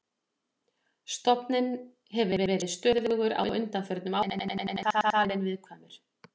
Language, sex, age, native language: Icelandic, female, 40-49, Icelandic